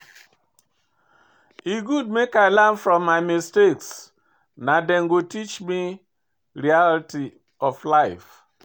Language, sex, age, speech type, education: Nigerian Pidgin, male, 46-60, read, tertiary